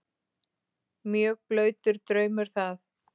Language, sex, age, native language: Icelandic, female, 6, Icelandic